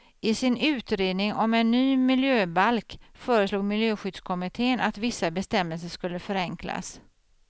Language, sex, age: Swedish, female, 50